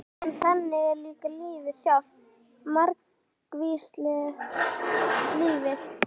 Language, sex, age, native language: Icelandic, female, 11, Icelandic